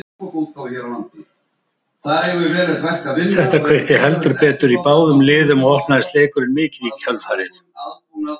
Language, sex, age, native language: Icelandic, male, 70-79, Icelandic